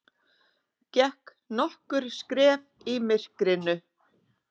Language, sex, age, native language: Icelandic, female, 30-39, Icelandic